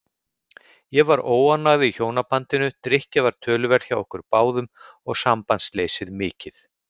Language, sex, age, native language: Icelandic, male, 50-59, Icelandic